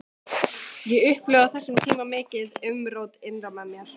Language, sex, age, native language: Icelandic, female, 12, Icelandic